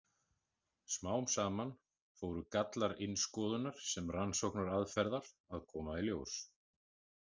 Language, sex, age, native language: Icelandic, male, 40-49, Icelandic